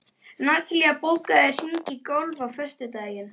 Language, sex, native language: Icelandic, male, Icelandic